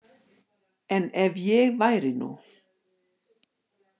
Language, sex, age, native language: Icelandic, female, 60-69, Icelandic